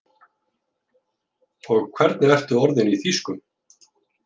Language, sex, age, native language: Icelandic, male, 50-59, Icelandic